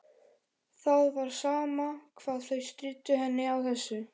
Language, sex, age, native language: Icelandic, male, 13, Icelandic